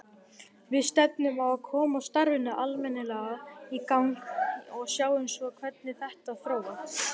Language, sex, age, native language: Icelandic, male, 18-19, Icelandic